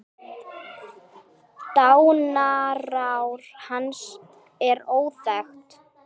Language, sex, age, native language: Icelandic, female, 8, Icelandic